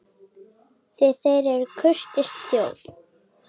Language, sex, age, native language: Icelandic, female, 7, Icelandic